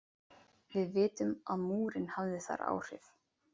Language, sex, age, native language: Icelandic, female, 30-39, Icelandic